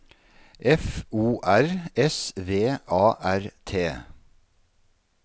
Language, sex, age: Norwegian, male, 48